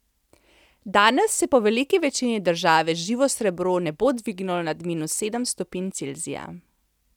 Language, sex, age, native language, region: Slovenian, female, 30-49, Slovenian, Central Slovenia